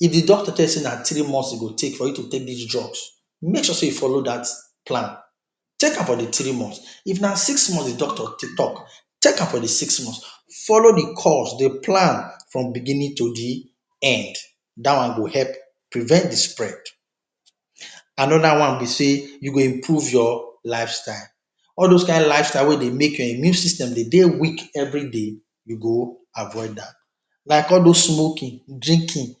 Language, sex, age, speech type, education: Nigerian Pidgin, male, 30-45, spontaneous, tertiary